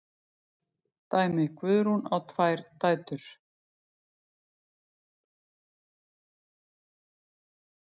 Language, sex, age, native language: Icelandic, female, 50-59, Icelandic